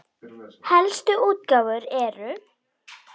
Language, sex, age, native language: Icelandic, female, 10, Icelandic